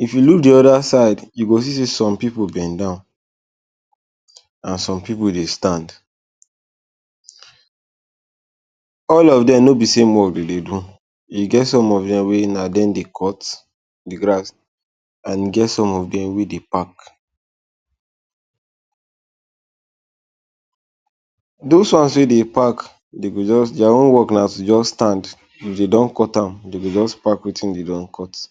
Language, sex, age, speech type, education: Nigerian Pidgin, male, 15-29, spontaneous, tertiary